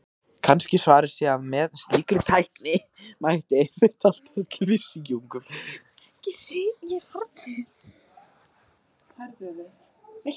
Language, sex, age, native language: Icelandic, male, 18-19, Icelandic